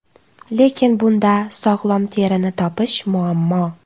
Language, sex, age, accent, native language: Uzbek, female, 25-34, Toshkent viloyati, Uzbek